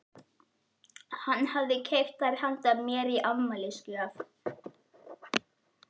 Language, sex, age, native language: Icelandic, female, 11, Icelandic